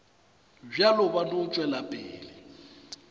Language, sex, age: Northern Sotho, male, 35